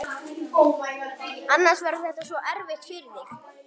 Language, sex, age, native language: Icelandic, male, 11, Icelandic